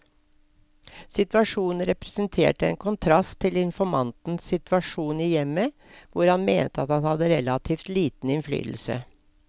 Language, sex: Norwegian, female